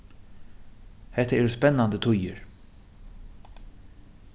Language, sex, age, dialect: Faroese, male, 36-60, Suðurstreymoy